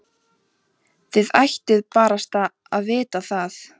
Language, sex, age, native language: Icelandic, female, 11, Icelandic